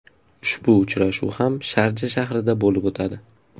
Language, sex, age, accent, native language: Uzbek, male, 18-24, Farg'ona, Uzbek